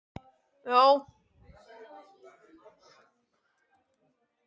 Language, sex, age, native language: Icelandic, male, 12, Icelandic